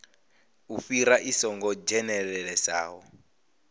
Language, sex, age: Venda, male, 25